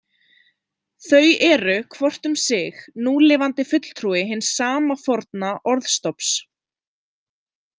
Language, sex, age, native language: Icelandic, female, 20-29, Icelandic